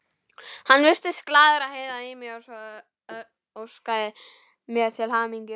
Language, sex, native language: Icelandic, female, Icelandic